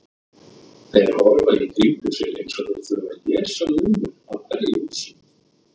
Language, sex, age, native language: Icelandic, male, 30-39, Icelandic